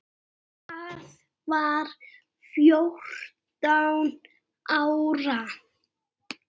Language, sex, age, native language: Icelandic, male, 6, Icelandic